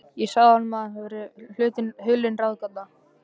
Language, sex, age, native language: Icelandic, male, 13, Icelandic